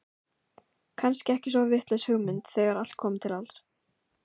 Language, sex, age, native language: Icelandic, female, 15, Icelandic